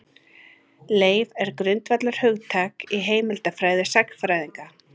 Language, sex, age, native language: Icelandic, female, 30-39, Icelandic